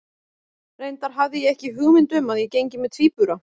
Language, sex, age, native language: Icelandic, female, 40-49, Icelandic